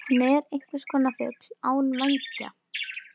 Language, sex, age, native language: Icelandic, female, 11, Icelandic